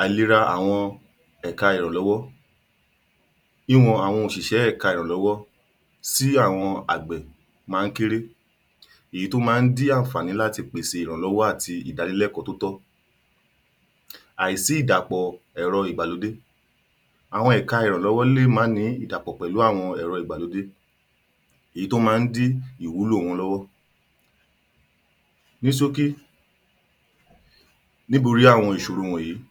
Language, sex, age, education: Yoruba, male, 30-45, tertiary